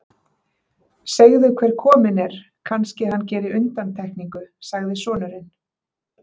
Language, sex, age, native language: Icelandic, female, 30-39, Icelandic